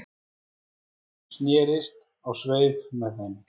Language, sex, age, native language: Icelandic, female, 14, Icelandic